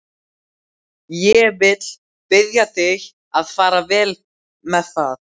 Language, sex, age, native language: Icelandic, male, 12, Icelandic